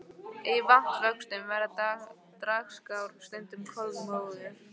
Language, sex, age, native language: Icelandic, female, 15, Icelandic